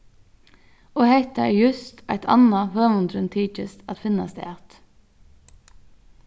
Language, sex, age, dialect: Faroese, female, 36-60, Norðurstreymoy/Eysturoy